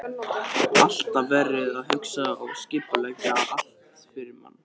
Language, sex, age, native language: Icelandic, male, 13, Icelandic